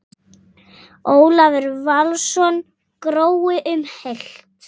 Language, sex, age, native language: Icelandic, female, 8, Icelandic